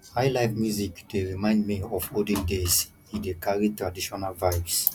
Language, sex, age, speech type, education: Nigerian Pidgin, male, 15-29, spontaneous, tertiary